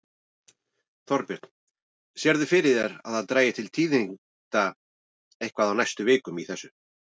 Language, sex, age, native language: Icelandic, male, 40-49, Icelandic